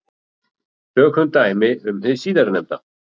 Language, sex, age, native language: Icelandic, male, 40-49, Icelandic